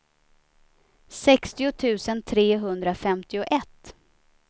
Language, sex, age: Swedish, female, 29